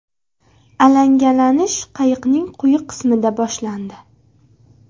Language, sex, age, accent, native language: Uzbek, female, 18-24, Andijon, Uzbek